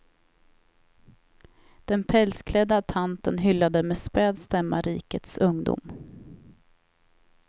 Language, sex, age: Swedish, female, 28